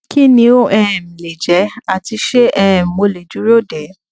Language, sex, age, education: Yoruba, female, 15-29, tertiary